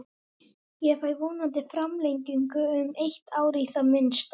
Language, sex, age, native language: Icelandic, female, 18-19, Icelandic